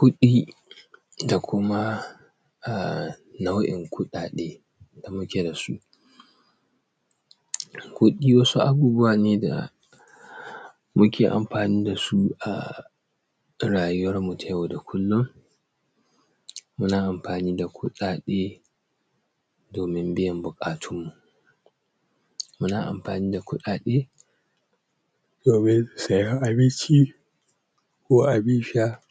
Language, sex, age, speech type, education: Hausa, male, 15-29, spontaneous, tertiary